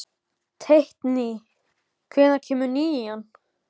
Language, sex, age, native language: Icelandic, male, 14, Icelandic